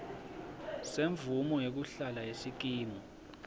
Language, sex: Swati, male